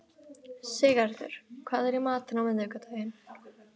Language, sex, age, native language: Icelandic, female, 12, Icelandic